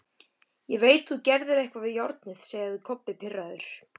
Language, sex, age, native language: Icelandic, male, 13, Icelandic